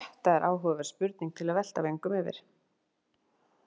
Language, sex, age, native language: Icelandic, female, 40-49, Icelandic